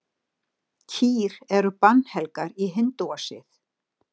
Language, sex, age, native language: Icelandic, female, 60-69, Icelandic